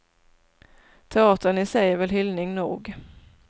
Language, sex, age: Swedish, female, 27